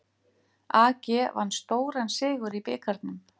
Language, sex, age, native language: Icelandic, female, 50-59, Icelandic